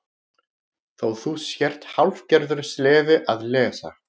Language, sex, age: Icelandic, male, 40-49